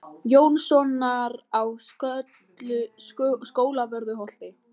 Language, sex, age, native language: Icelandic, female, 18-19, Icelandic